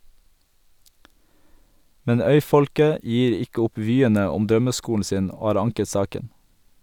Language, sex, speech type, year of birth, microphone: Norwegian, male, read, 1987, Sennheiser